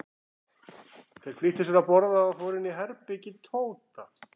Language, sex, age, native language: Icelandic, female, 40-49, Icelandic